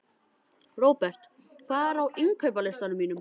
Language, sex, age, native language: Icelandic, male, 13, Icelandic